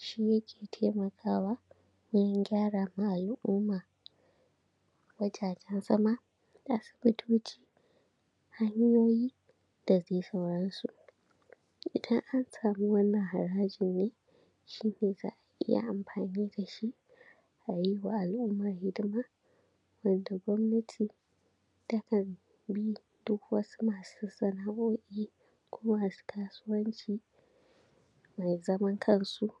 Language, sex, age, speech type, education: Hausa, female, 15-29, spontaneous, secondary